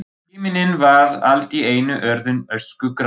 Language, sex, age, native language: Icelandic, male, 40-49, German